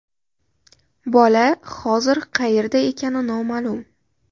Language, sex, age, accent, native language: Uzbek, female, under 19, Qashqadaryo, Uzbek